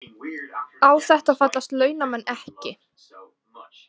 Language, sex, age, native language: Icelandic, female, 20-29, Icelandic